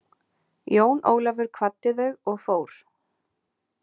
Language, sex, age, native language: Icelandic, female, 20-29, Icelandic